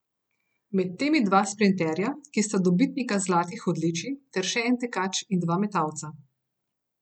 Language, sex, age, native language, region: Slovenian, female, 30-49, Slovenian, Gorenjska region